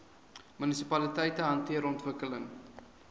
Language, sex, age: Afrikaans, male, 23